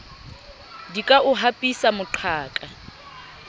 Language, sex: Southern Sotho, female